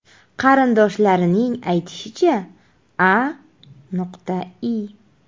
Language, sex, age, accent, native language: Uzbek, female, 30-39, Navoiy, Uzbek